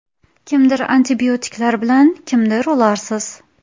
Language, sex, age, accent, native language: Uzbek, female, 18-24, Xorazm, Uzbek